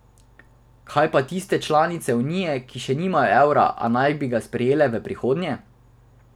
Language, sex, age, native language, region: Slovenian, male, 18-29, Slovenian, Drava region